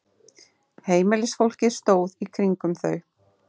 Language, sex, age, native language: Icelandic, female, 30-39, Icelandic